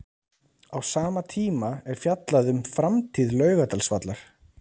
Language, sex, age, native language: Icelandic, male, 30-39, Icelandic